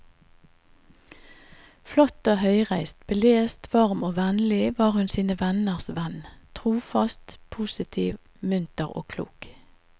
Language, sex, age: Norwegian, female, 50